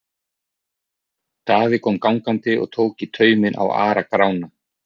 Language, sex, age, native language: Icelandic, male, 40-49, Icelandic